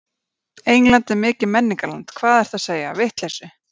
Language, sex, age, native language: Icelandic, female, 30-39, Icelandic